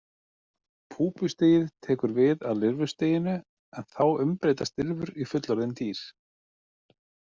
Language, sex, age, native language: Icelandic, male, 30-39, Icelandic